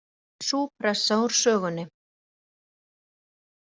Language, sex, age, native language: Icelandic, female, 40-49, Icelandic